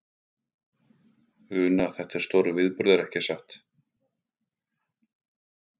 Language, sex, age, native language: Icelandic, male, 50-59, Icelandic